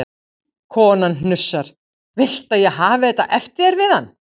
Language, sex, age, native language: Icelandic, female, 50-59, Icelandic